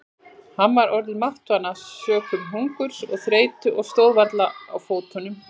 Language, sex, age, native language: Icelandic, female, 40-49, Icelandic